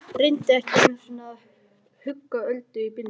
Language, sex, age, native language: Icelandic, male, 11, Icelandic